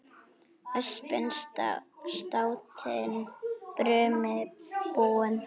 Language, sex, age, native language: Icelandic, female, 9, Icelandic